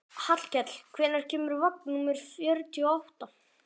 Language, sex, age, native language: Icelandic, male, 12, Icelandic